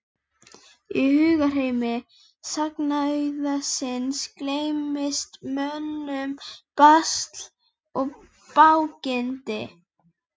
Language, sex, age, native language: Icelandic, female, 11, Icelandic